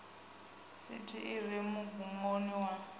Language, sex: Venda, female